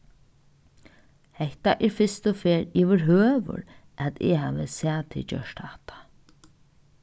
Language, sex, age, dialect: Faroese, female, 15-35, Norðuroyggjar